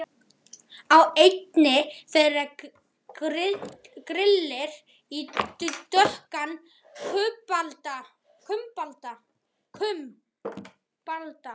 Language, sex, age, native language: Icelandic, male, 11, Icelandic